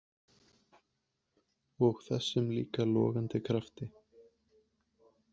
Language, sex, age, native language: Icelandic, male, 20-29, Icelandic